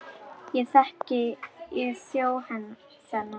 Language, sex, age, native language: Icelandic, female, 10, Icelandic